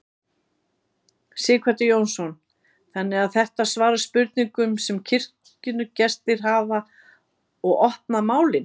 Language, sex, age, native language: Icelandic, female, 50-59, Icelandic